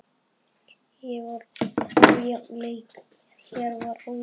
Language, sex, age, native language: Icelandic, male, 7, Icelandic